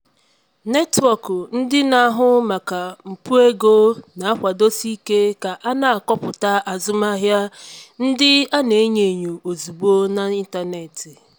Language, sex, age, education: Igbo, female, 15-29, tertiary